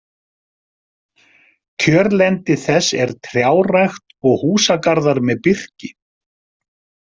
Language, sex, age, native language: Icelandic, male, 50-59, Icelandic